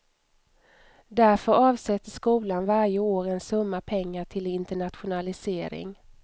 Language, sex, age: Swedish, female, 44